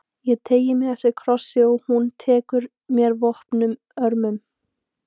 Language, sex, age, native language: Icelandic, female, 18-19, Icelandic